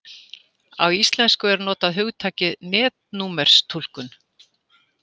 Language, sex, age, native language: Icelandic, female, 60-69, Icelandic